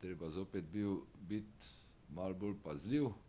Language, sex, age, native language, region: Slovenian, male, 60+, Slovenian, Drava region